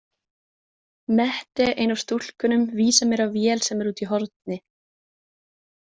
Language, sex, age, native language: Icelandic, female, 20-29, Icelandic